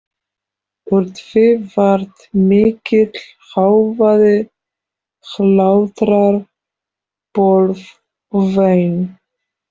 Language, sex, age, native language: Icelandic, female, 40-49, Polish